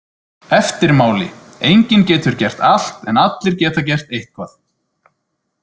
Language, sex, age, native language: Icelandic, male, 30-39, Icelandic